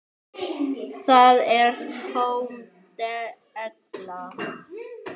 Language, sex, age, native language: Icelandic, male, 8, Icelandic